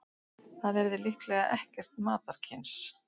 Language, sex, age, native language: Icelandic, female, 60-69, Icelandic